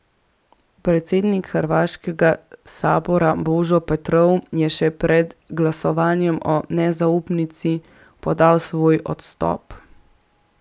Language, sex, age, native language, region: Slovenian, female, 18-29, Slovenian, Central Slovenia